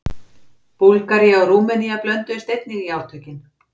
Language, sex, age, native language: Icelandic, female, 50-59, Icelandic